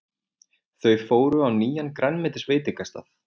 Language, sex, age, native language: Icelandic, male, 20-29, Icelandic